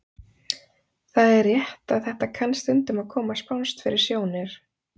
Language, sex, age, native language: Icelandic, female, 30-39, Icelandic